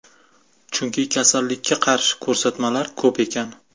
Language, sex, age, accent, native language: Uzbek, male, 25-34, Jizzax, Uzbek